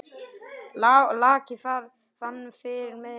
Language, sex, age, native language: Icelandic, male, 10, Icelandic